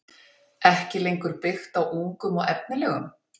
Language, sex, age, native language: Icelandic, female, 50-59, Icelandic